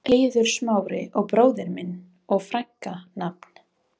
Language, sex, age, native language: Icelandic, female, 20-29, Icelandic